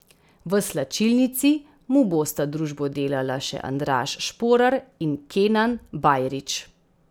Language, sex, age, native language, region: Slovenian, female, 30-49, Slovenian, Central Slovenia